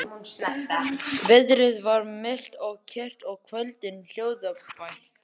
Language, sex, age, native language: Icelandic, male, 11, Icelandic